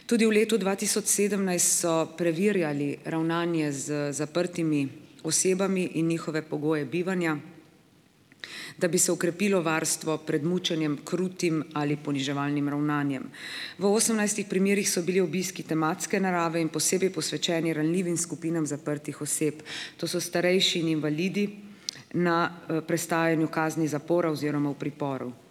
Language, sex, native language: Slovenian, female, Slovenian